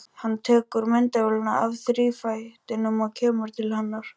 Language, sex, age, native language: Icelandic, male, 12, Icelandic